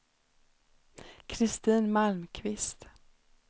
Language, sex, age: Swedish, female, 29